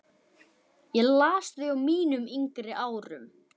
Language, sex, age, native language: Icelandic, male, 11, Icelandic